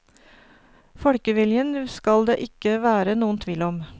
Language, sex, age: Norwegian, female, 49